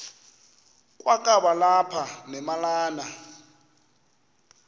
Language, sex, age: Xhosa, male, 33